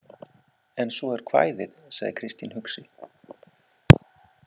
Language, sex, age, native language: Icelandic, male, 40-49, Icelandic